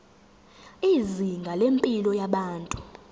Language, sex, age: Zulu, female, 17